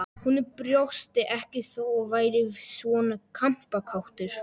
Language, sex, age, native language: Icelandic, male, 11, Polish